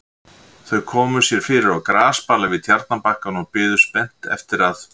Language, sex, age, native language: Icelandic, male, 60-69, Icelandic